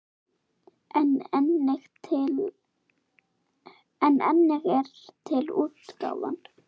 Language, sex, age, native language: Icelandic, female, 9, Icelandic